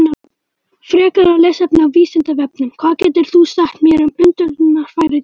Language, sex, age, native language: Icelandic, male, 18-19, Icelandic